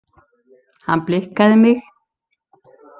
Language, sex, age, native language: Icelandic, female, 70-79, Icelandic